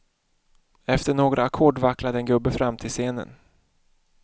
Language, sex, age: Swedish, male, 31